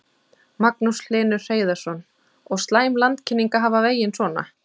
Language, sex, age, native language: Icelandic, female, 30-39, Icelandic